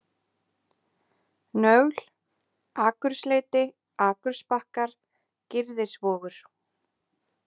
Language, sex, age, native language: Icelandic, female, 20-29, Icelandic